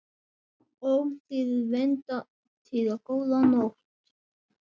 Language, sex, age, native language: Icelandic, female, 7, Icelandic